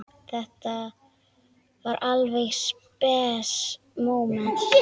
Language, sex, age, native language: Icelandic, male, 10, Icelandic